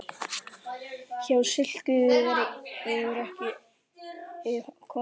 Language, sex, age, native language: Icelandic, male, 10, Icelandic